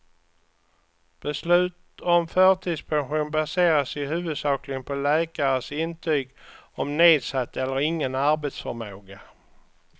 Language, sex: Swedish, male